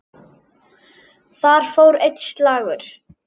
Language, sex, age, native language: Icelandic, female, 10, Icelandic